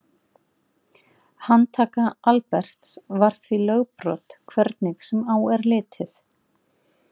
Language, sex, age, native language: Icelandic, female, 40-49, Icelandic